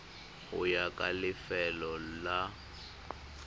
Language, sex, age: Tswana, male, 25